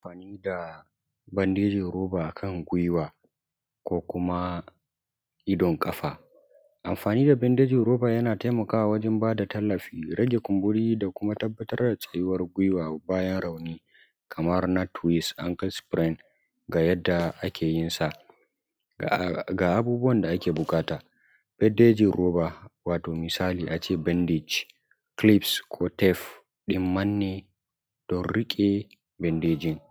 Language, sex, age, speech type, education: Hausa, male, 15-29, spontaneous, secondary